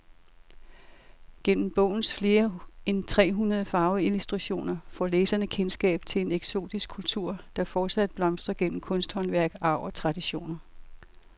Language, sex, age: Danish, female, 67